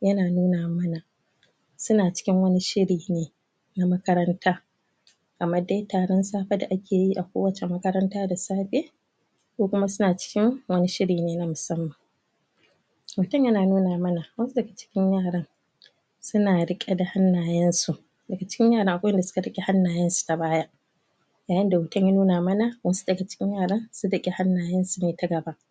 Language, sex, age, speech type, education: Hausa, female, 30-45, spontaneous, tertiary